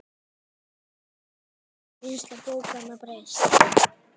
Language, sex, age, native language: Icelandic, male, 10, Icelandic